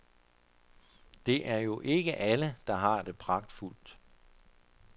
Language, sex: Danish, male